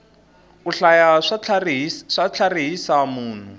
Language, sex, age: Tsonga, male, 20